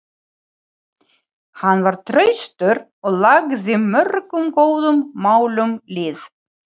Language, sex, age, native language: Icelandic, female, 40-49, Ukrainian